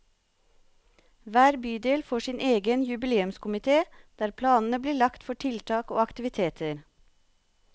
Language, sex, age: Norwegian, female, 36